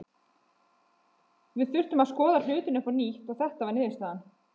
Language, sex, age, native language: Icelandic, female, 20-29, Icelandic